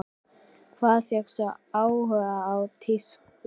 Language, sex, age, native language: Icelandic, female, 10, Icelandic